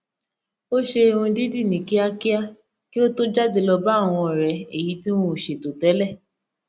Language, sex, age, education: Yoruba, female, 15-29, tertiary